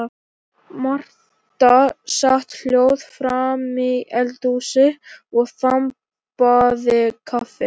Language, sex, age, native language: Icelandic, male, 11, Icelandic